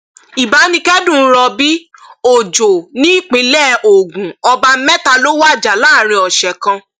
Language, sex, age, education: Yoruba, female, 15-29, tertiary